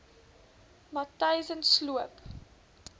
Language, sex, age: Afrikaans, female, 21